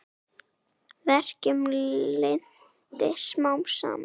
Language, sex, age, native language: Icelandic, female, 9, Icelandic